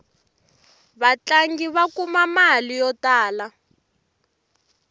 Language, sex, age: Tsonga, female, 18